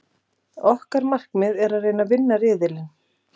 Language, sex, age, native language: Icelandic, female, 30-39, Icelandic